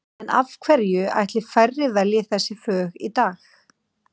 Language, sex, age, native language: Icelandic, female, 40-49, Icelandic